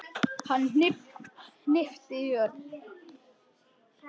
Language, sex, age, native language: Icelandic, male, 10, Icelandic